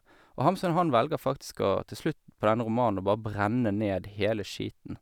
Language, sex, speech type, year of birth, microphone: Norwegian, male, spontaneous, 1983, Sennheiser